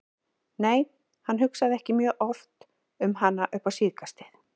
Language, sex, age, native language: Icelandic, female, 40-49, Icelandic